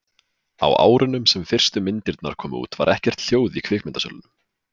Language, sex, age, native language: Icelandic, male, 20-29, Icelandic